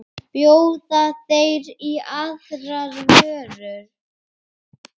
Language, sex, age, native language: Icelandic, female, 8, Icelandic